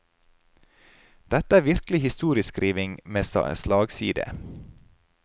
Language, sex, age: Norwegian, male, 30